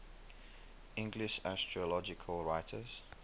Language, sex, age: English, male, 21